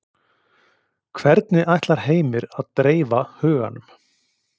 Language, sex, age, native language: Icelandic, male, 40-49, Icelandic